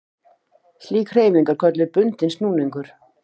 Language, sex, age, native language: Icelandic, female, 50-59, Icelandic